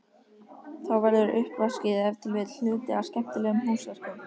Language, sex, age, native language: Icelandic, female, 13, Icelandic